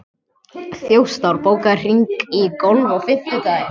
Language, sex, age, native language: Icelandic, other, 18-19, Icelandic